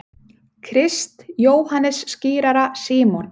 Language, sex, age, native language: Icelandic, female, 30-39, Icelandic